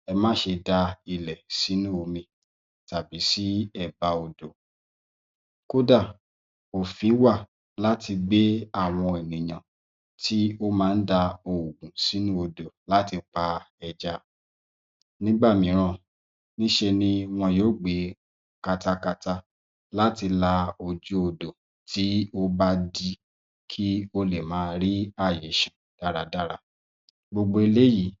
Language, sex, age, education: Yoruba, male, 30-45, tertiary